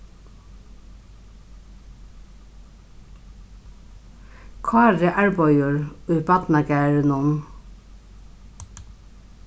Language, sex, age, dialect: Faroese, female, 36-60, Norðurstreymoy/Eysturoy